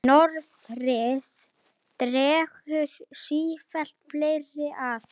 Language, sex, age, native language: Icelandic, male, 9, Icelandic